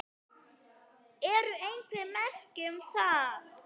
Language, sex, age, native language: Icelandic, female, 8, Icelandic